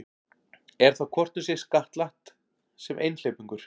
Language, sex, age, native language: Icelandic, male, 40-49, Icelandic